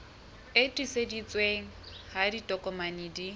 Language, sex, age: Southern Sotho, female, 20